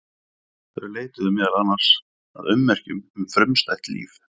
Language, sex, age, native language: Icelandic, male, 40-49, Icelandic